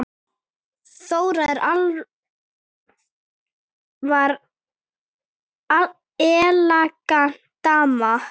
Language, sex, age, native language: Icelandic, female, 8, Icelandic